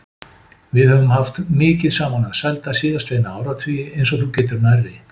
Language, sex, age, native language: Icelandic, male, 50-59, Icelandic